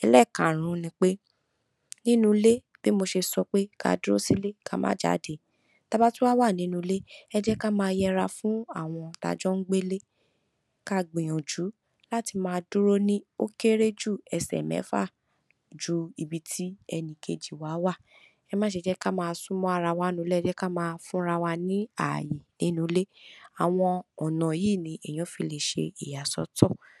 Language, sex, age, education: Yoruba, male, 46-60, tertiary